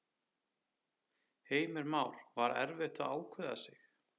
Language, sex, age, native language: Icelandic, male, 30-39, Icelandic